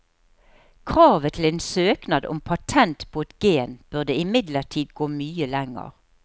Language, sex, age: Norwegian, female, 63